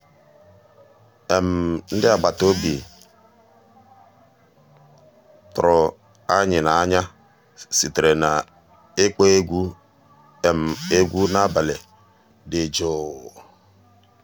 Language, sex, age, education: Igbo, male, 46-60, tertiary